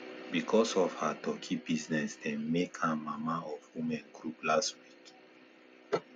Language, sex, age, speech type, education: Nigerian Pidgin, male, 15-29, spontaneous, tertiary